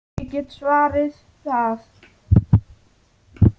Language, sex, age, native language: Icelandic, female, 9, Icelandic